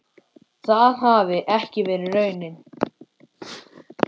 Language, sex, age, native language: Icelandic, male, 10, Icelandic